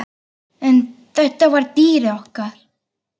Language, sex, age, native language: Icelandic, female, 8, Icelandic